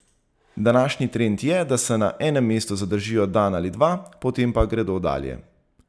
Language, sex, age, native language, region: Slovenian, male, 30-49, Slovenian, Zasavska region